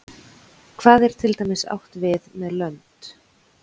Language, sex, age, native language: Icelandic, female, 40-49, Icelandic